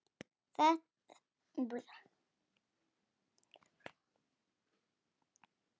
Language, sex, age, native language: Icelandic, female, 8, Icelandic